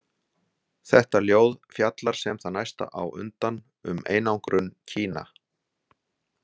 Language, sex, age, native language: Icelandic, male, 60-69, Icelandic